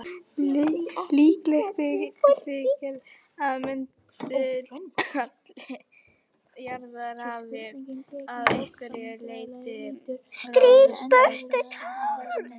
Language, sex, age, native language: Icelandic, female, 40-49, Icelandic